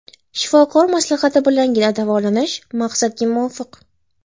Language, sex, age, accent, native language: Uzbek, female, 18-24, Toshkent shahri, Uzbek